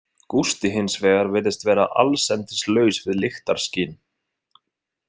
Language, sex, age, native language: Icelandic, male, 20-29, Icelandic